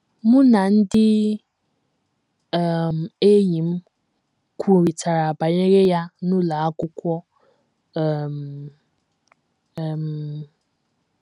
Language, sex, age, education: Igbo, female, 15-29, tertiary